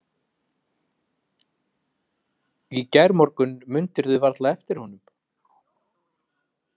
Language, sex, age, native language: Icelandic, male, 30-39, Icelandic